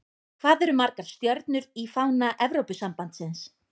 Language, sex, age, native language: Icelandic, female, 20-29, Icelandic